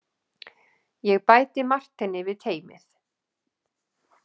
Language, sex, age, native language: Icelandic, female, 40-49, Icelandic